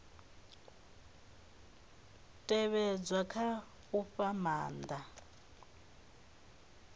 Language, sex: Venda, female